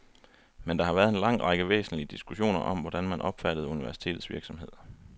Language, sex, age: Danish, male, 23